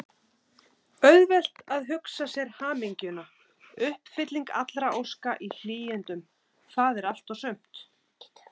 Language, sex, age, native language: Icelandic, female, 30-39, Icelandic